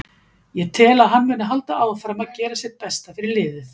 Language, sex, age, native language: Icelandic, female, 50-59, Icelandic